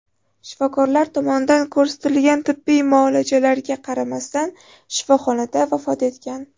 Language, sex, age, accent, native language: Uzbek, female, 18-24, Toshkent shahri, Uzbek